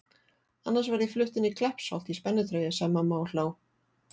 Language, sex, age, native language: Icelandic, female, 40-49, Icelandic